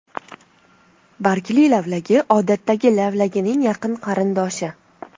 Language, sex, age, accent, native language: Uzbek, female, 25-34, Toshkent shahri, Uzbek